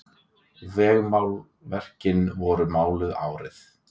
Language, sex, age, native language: Icelandic, male, 20-29, Icelandic